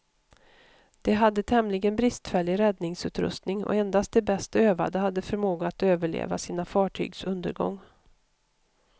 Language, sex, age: Swedish, female, 52